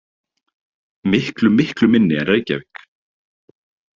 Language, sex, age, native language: Icelandic, male, 30-39, Icelandic